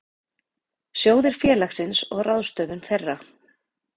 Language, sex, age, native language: Icelandic, female, 30-39, Icelandic